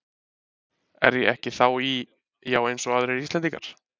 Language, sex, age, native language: Icelandic, male, 30-39, Icelandic